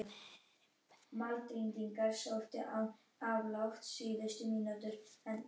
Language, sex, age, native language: Icelandic, female, 18-19, Icelandic